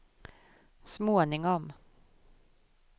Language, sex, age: Swedish, female, 24